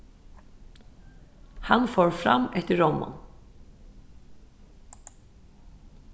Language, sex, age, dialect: Faroese, female, 15-35, Suðurstreymoy